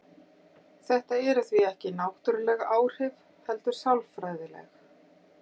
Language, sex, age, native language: Icelandic, female, 40-49, Icelandic